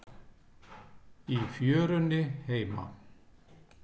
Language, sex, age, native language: Icelandic, male, 60-69, Icelandic